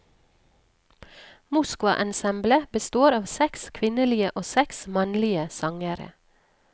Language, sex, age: Norwegian, female, 39